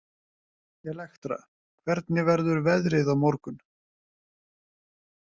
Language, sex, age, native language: Icelandic, male, 20-29, Icelandic